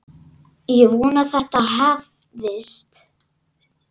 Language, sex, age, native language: Icelandic, male, 9, Icelandic